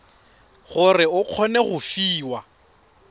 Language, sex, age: Tswana, male, 31